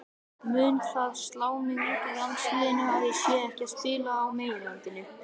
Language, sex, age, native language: Icelandic, male, 18-19, Icelandic